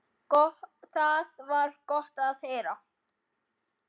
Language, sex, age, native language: Icelandic, male, 10, Icelandic